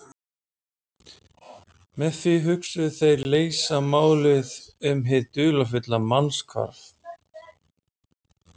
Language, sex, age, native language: Icelandic, male, 40-49, Icelandic